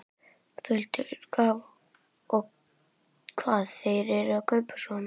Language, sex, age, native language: Icelandic, female, 11, Icelandic